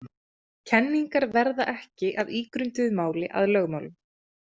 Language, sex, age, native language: Icelandic, female, 30-39, Icelandic